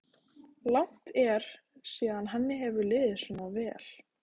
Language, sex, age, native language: Icelandic, female, 15, Icelandic